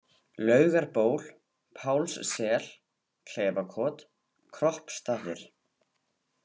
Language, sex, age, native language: Icelandic, male, 18-19, Icelandic